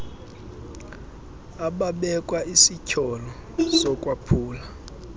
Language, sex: Xhosa, male